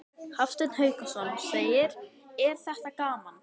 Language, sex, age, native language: Icelandic, female, 11, Icelandic